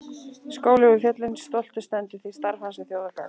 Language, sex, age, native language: Icelandic, female, 11, Icelandic